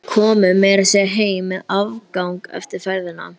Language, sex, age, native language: Icelandic, male, 11, Icelandic